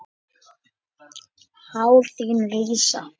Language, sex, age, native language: Icelandic, female, 10, Icelandic